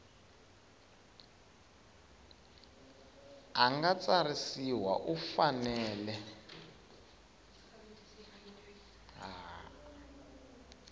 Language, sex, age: Tsonga, male, 20